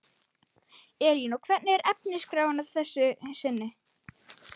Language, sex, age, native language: Icelandic, male, 13, Icelandic